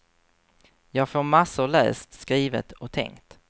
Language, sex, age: Swedish, male, 24